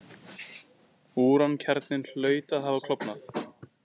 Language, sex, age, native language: Icelandic, male, 20-29, Icelandic